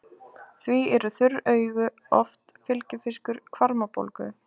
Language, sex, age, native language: Icelandic, female, 20-29, Icelandic